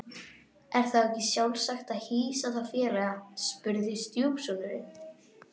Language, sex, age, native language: Icelandic, female, 12, Icelandic